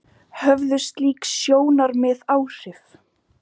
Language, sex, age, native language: Icelandic, female, 30-39, Icelandic